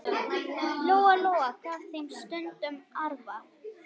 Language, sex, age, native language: Icelandic, male, 8, Icelandic